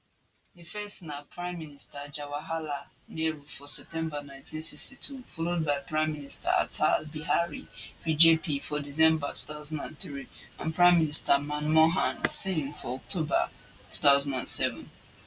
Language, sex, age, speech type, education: Nigerian Pidgin, female, 15-29, spontaneous, tertiary